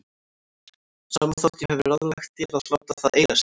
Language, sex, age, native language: Icelandic, female, 18-19, Icelandic